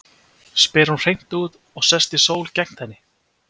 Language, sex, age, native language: Icelandic, male, 20-29, Icelandic